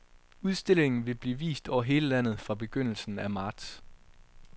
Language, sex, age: Danish, male, 22